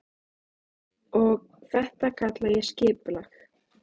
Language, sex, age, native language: Icelandic, female, 18-19, Icelandic